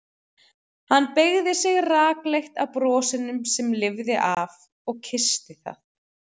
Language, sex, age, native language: Icelandic, female, 30-39, Icelandic